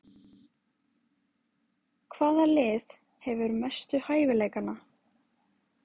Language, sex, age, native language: Icelandic, female, 20-29, Icelandic